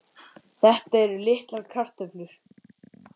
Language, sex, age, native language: Icelandic, male, 10, Icelandic